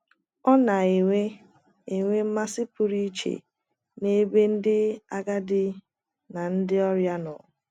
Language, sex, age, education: Igbo, female, 15-29, tertiary